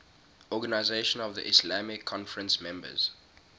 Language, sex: English, male